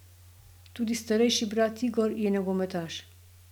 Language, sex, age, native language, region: Slovenian, female, 50-59, Slovenian, Gorenjska region